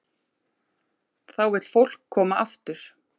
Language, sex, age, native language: Icelandic, male, 9, Icelandic